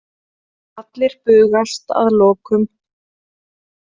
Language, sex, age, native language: Icelandic, female, 30-39, Icelandic